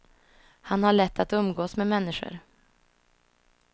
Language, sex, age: Swedish, female, 26